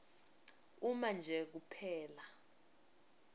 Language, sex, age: Swati, female, 21